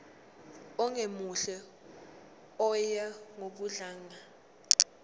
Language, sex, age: Zulu, female, 19